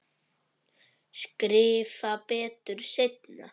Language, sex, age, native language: Icelandic, male, 9, Icelandic